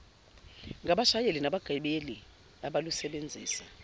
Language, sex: Zulu, female